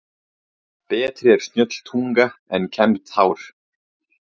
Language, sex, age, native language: Icelandic, male, 30-39, Icelandic